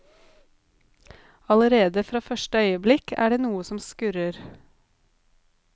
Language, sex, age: Norwegian, female, 32